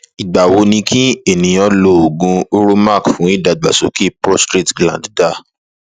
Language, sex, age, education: Yoruba, male, 15-29, tertiary